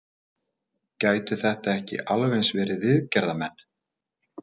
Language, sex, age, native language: Icelandic, male, 40-49, Icelandic